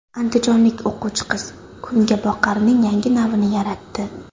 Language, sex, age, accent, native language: Uzbek, female, 18-24, Surxondaryo, Uzbek